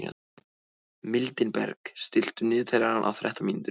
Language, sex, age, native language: Icelandic, male, 14, Icelandic